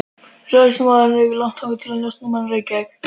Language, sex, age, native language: Icelandic, male, 13, Icelandic